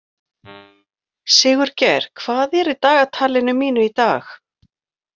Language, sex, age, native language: Icelandic, female, 40-49, Icelandic